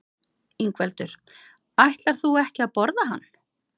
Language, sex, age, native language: Icelandic, other, 50-59, Icelandic